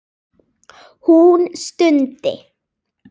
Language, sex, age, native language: Icelandic, female, 10, Icelandic